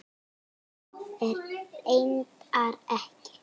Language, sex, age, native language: Icelandic, female, 9, Icelandic